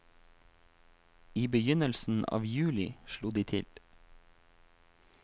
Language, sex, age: Norwegian, male, 28